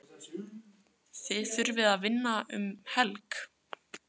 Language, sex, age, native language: Icelandic, female, 15, Icelandic